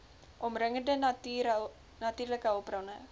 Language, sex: Afrikaans, female